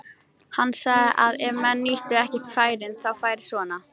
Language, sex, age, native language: Icelandic, female, 18-19, Icelandic